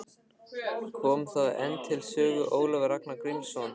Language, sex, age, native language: Icelandic, male, 15, Icelandic